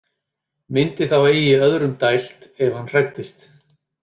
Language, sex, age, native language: Icelandic, male, 30-39, Icelandic